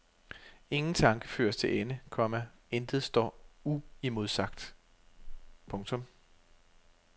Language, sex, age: Danish, male, 32